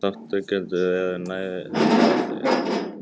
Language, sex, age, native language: Icelandic, male, 18-19, Icelandic